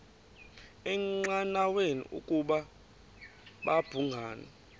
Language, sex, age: Xhosa, female, 28